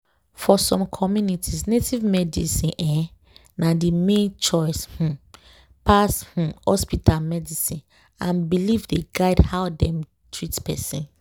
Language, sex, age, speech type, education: Nigerian Pidgin, female, 15-29, spontaneous, tertiary